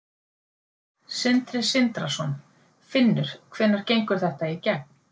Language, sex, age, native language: Icelandic, female, 50-59, Icelandic